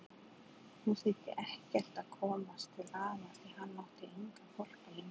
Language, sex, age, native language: Icelandic, female, 40-49, Icelandic